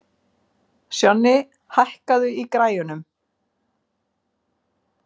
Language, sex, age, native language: Icelandic, female, 50-59, Icelandic